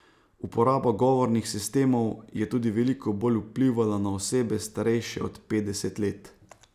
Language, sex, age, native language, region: Slovenian, male, 30-49, Slovenian, Savinja region